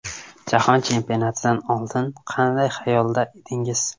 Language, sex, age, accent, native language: Uzbek, male, 18-24, Samarqand, Uzbek